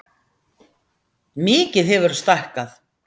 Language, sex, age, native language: Icelandic, female, 60-69, Icelandic